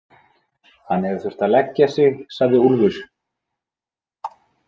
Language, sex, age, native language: Icelandic, male, 20-29, Icelandic